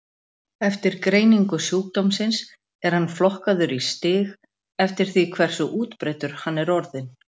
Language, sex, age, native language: Icelandic, female, 40-49, Icelandic